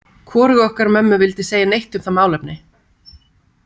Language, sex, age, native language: Icelandic, female, 30-39, Icelandic